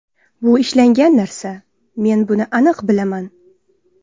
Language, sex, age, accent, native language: Uzbek, female, 19-29, Toshkent viloyati, Uzbek